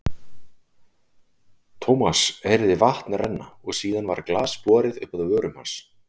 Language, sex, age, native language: Icelandic, male, 40-49, Icelandic